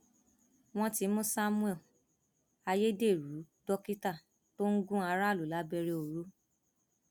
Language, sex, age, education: Yoruba, female, 15-29, tertiary